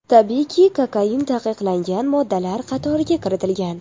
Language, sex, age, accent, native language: Uzbek, female, 12-17, Toshkent shahri, Uzbek